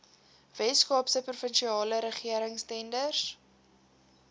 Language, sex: Afrikaans, female